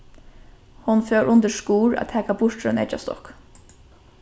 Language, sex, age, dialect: Faroese, female, 15-35, Norðuroyggjar